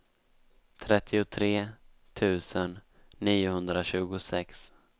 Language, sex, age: Swedish, male, 19